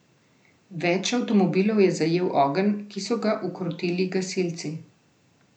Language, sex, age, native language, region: Slovenian, female, 30-49, Slovenian, Central Slovenia